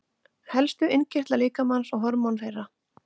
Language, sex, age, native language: Icelandic, female, 40-49, Icelandic